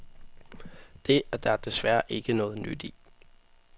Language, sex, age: Danish, male, 18